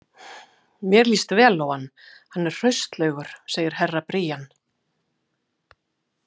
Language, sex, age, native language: Icelandic, female, 50-59, Icelandic